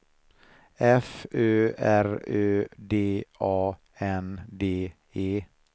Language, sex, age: Swedish, male, 49